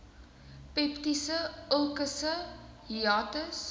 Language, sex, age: Afrikaans, female, 19